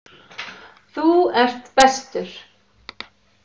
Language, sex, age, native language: Icelandic, female, 40-49, Icelandic